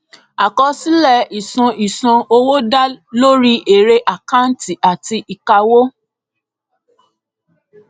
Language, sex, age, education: Yoruba, female, 15-29, tertiary